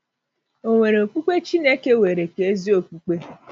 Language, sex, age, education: Igbo, female, 30-45, tertiary